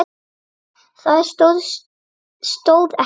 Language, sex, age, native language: Icelandic, female, 9, Icelandic